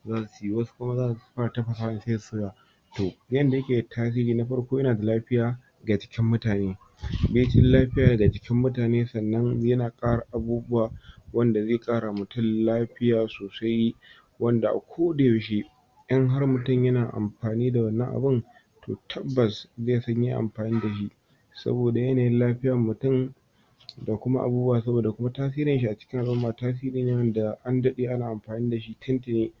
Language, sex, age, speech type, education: Hausa, male, 46-60, spontaneous, tertiary